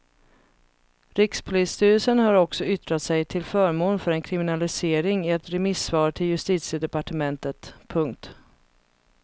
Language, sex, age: Swedish, female, 31